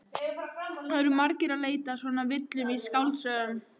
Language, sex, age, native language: Icelandic, female, 14, Icelandic